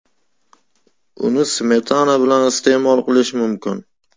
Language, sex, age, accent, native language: Uzbek, male, 18-24, Farg'ona, Uzbek